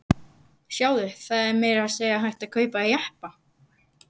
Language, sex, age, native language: Icelandic, female, 11, Icelandic